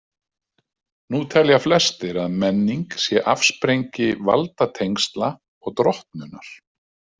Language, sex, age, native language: Icelandic, male, 30-39, Icelandic